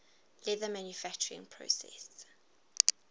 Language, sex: English, female